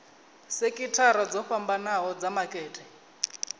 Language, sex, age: Venda, male, 19